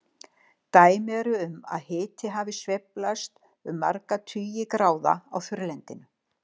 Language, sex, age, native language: Icelandic, female, 60-69, Icelandic